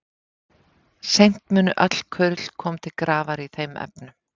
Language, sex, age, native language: Icelandic, female, 50-59, Icelandic